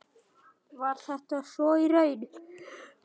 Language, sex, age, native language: Icelandic, male, 9, Icelandic